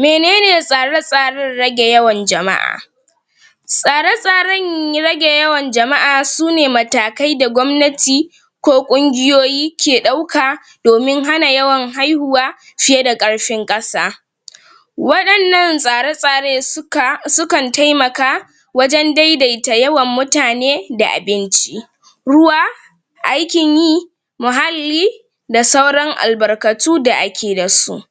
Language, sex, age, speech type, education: Hausa, female, 46-60, spontaneous, tertiary